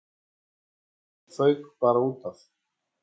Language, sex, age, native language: Icelandic, male, 40-49, Icelandic